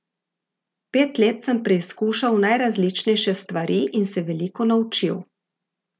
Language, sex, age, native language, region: Slovenian, female, 50-59, Slovenian, Gorica region